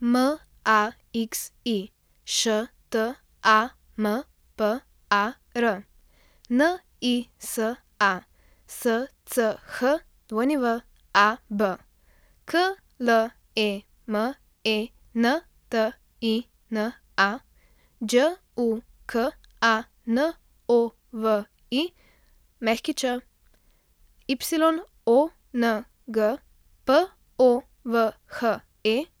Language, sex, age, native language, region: Slovenian, female, 12-17, Slovenian, Central Slovenia